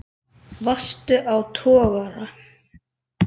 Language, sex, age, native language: Icelandic, male, 10, Icelandic